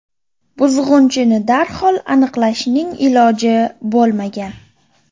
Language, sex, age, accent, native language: Uzbek, female, 25-34, Toshkent shahri, Uzbek